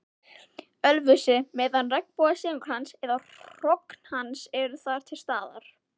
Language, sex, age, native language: Icelandic, female, 11, Icelandic